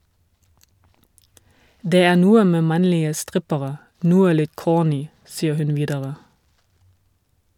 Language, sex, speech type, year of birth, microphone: Norwegian, female, read, 1979, Shure